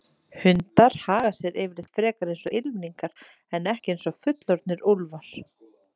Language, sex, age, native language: Icelandic, female, 30-39, Icelandic